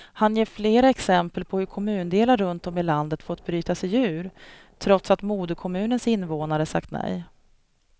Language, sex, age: Swedish, female, 37